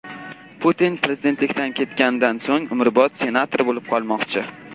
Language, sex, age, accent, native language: Uzbek, male, 18-24, Qashqadaryo, Uzbek